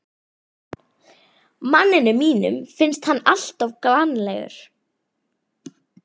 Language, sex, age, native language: Icelandic, female, 11, Icelandic